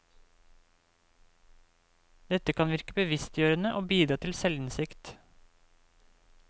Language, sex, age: Norwegian, male, 28